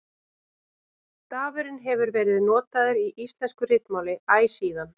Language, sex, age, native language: Icelandic, female, 30-39, Icelandic